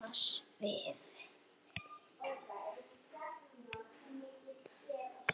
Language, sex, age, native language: Icelandic, female, 9, Icelandic